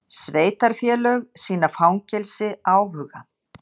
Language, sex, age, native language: Icelandic, female, 60-69, Icelandic